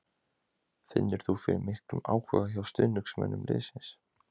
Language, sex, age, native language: Icelandic, male, 20-29, Icelandic